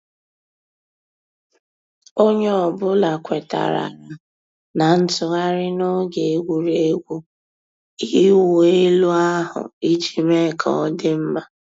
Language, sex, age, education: Igbo, female, 15-29, tertiary